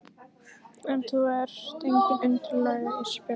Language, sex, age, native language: Icelandic, female, 12, Icelandic